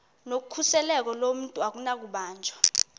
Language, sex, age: Xhosa, female, 22